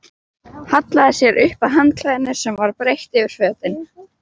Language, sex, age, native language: Icelandic, female, 12, Icelandic